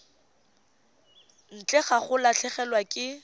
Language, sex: Tswana, female